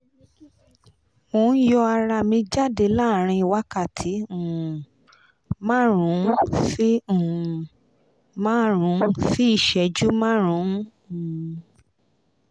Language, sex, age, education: Yoruba, female, 30-45, tertiary